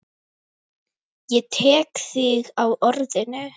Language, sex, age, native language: Icelandic, female, 9, Icelandic